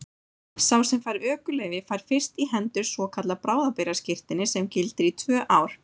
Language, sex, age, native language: Icelandic, female, 30-39, Icelandic